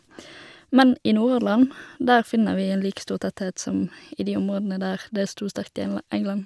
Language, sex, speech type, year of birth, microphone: Norwegian, female, spontaneous, 1991, Shure